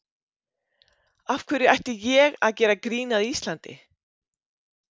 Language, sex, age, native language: Icelandic, female, 50-59, Icelandic